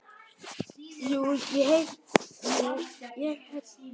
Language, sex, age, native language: Icelandic, male, 9, Icelandic